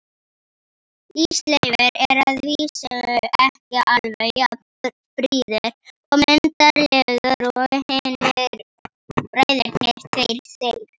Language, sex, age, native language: Icelandic, female, 18-19, Icelandic